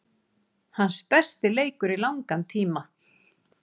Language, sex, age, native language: Icelandic, female, 40-49, Icelandic